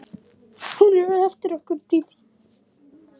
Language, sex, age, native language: Icelandic, female, 10, Icelandic